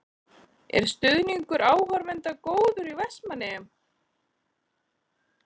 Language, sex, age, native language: Icelandic, female, 40-49, Icelandic